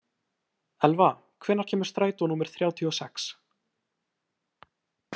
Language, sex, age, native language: Icelandic, male, 18-19, Icelandic